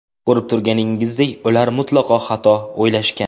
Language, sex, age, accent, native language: Uzbek, male, 18-24, Jizzax, Uzbek